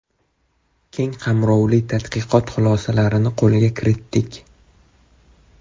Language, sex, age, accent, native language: Uzbek, male, 18-24, Toshkent shahri, Uzbek